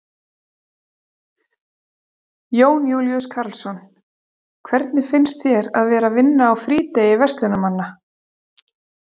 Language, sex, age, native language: Icelandic, female, 40-49, Icelandic